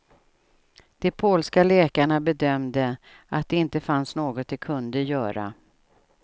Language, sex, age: Swedish, female, 67